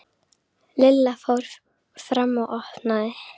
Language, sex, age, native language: Icelandic, female, 9, Icelandic